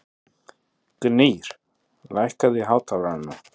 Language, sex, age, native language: Icelandic, male, 30-39, Icelandic